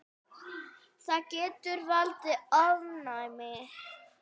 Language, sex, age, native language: Icelandic, female, 8, Icelandic